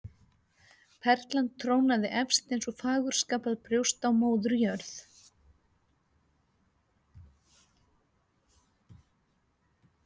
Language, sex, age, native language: Icelandic, female, 50-59, Icelandic